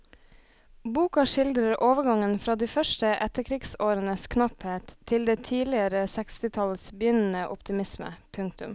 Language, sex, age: Norwegian, female, 26